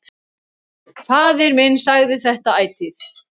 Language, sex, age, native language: Icelandic, female, 7, Icelandic